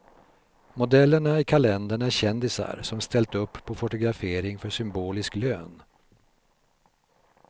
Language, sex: Swedish, male